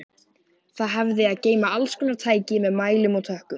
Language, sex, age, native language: Icelandic, male, 14, Icelandic